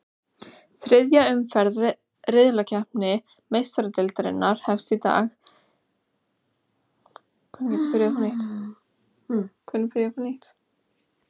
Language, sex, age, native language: Icelandic, female, 16, Icelandic